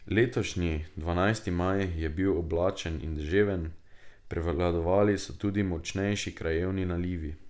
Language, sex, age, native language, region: Slovenian, male, 18-29, Slovenian, Drava region